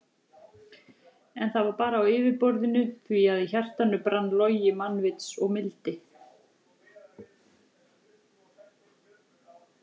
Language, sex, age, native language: Icelandic, female, 40-49, Icelandic